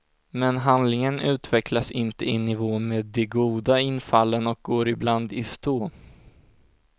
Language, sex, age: Swedish, male, 16